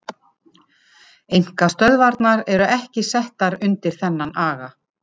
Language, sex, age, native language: Icelandic, female, 50-59, Icelandic